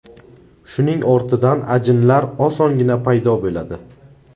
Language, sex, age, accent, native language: Uzbek, male, 18-24, Navoiy, Uzbek